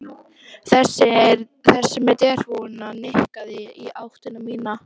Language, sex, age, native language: Icelandic, female, 12, Icelandic